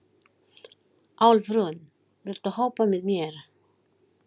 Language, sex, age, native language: Icelandic, female, 40-49, Filipino